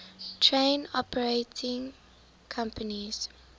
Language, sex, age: English, female, 23